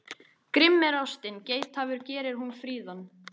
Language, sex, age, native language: Icelandic, female, 13, Icelandic